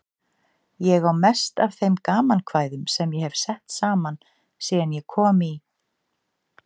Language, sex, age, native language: Icelandic, female, 50-59, Icelandic